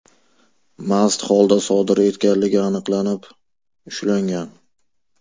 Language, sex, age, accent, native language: Uzbek, male, 18-24, Farg'ona, Uzbek